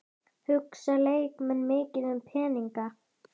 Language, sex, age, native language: Icelandic, female, 10, Icelandic